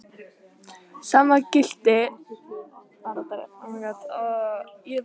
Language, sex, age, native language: Icelandic, female, 18-19, Icelandic